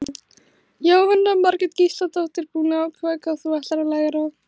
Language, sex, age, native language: Icelandic, male, 16, Icelandic